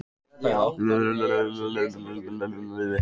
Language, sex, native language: Icelandic, male, Icelandic